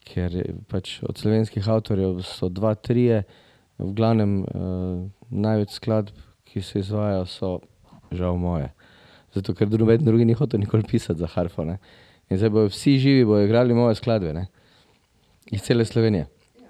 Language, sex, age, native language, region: Slovenian, male, 50-59, Slovenian, Drava region